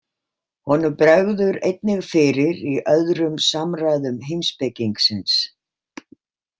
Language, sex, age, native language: Icelandic, female, 50-59, Icelandic